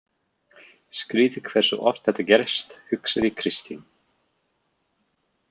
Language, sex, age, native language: Icelandic, male, 20-29, English